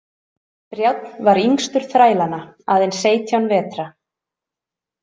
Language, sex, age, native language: Icelandic, female, 30-39, Icelandic